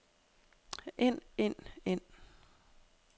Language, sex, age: Danish, female, 32